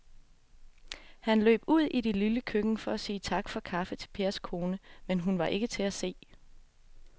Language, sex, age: Danish, female, 24